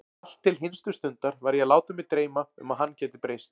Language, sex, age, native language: Icelandic, male, 40-49, Icelandic